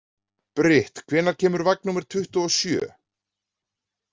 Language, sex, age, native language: Icelandic, male, 40-49, Icelandic